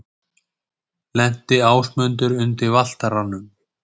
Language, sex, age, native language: Icelandic, male, 20-29, Icelandic